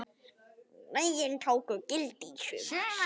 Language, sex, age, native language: Icelandic, male, 10, Icelandic